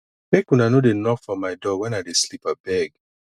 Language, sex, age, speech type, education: Nigerian Pidgin, male, 30-45, spontaneous, tertiary